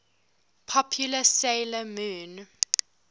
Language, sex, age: English, female, 23